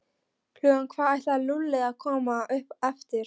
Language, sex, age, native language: Icelandic, female, 13, Polish